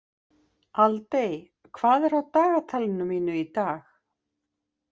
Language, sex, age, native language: Icelandic, female, 50-59, Icelandic